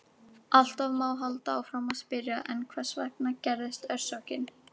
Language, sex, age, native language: Icelandic, female, 18-19, Icelandic